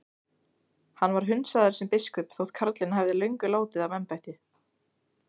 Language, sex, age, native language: Icelandic, female, 16, Icelandic